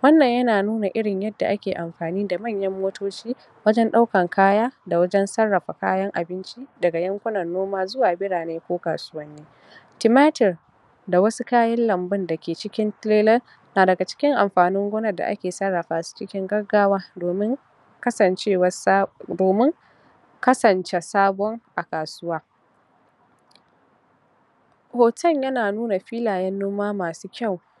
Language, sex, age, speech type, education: Hausa, female, 46-60, spontaneous, tertiary